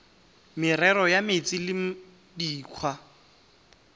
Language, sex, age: Tswana, male, 18